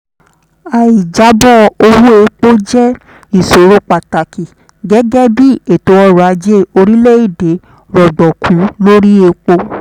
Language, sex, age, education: Yoruba, female, 15-29, tertiary